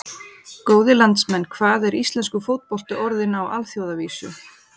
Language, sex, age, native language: Icelandic, female, 40-49, Icelandic